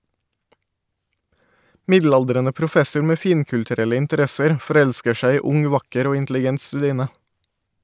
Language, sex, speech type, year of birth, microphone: Norwegian, male, read, 1989, Shure